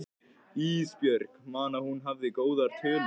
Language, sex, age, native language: Icelandic, male, 15, Icelandic